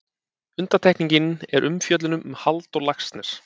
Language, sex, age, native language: Icelandic, male, 30-39, Icelandic